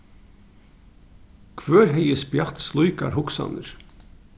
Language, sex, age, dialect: Faroese, male, 36-60, Norðurstreymoy/Eysturoy